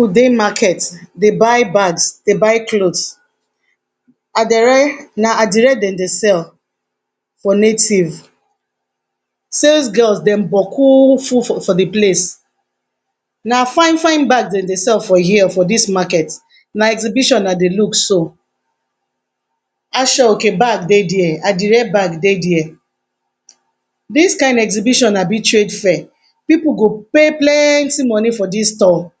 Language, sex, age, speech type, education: Nigerian Pidgin, female, 46-60, spontaneous, tertiary